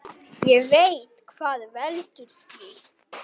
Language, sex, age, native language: Icelandic, male, 9, Icelandic